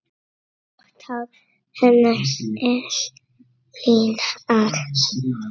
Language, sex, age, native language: Icelandic, female, 7, Icelandic